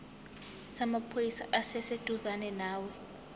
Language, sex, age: Zulu, female, 18